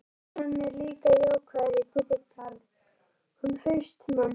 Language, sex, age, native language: Icelandic, female, 11, Icelandic